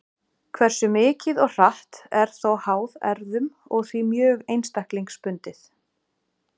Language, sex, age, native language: Icelandic, female, 40-49, Icelandic